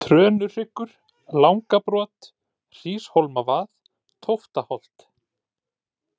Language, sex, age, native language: Icelandic, male, 30-39, Icelandic